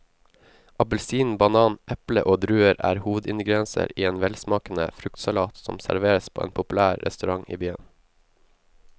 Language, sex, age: Norwegian, male, 19